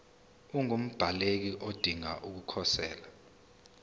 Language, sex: Zulu, male